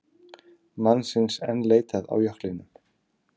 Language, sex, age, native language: Icelandic, male, 50-59, Icelandic